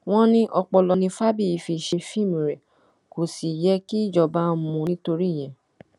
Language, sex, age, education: Yoruba, female, 15-29, tertiary